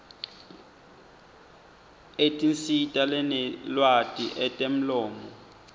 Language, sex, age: Swati, male, 20